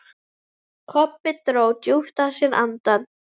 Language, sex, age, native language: Icelandic, female, 11, Icelandic